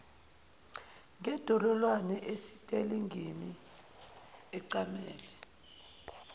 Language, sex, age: Zulu, female, 22